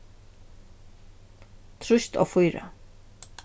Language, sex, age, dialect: Faroese, female, 36-60, Vágar